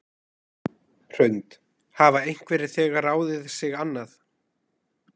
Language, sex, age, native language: Icelandic, male, 20-29, Icelandic